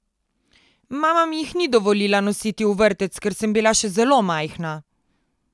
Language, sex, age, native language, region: Slovenian, female, 18-29, Slovenian, Coastal Karst region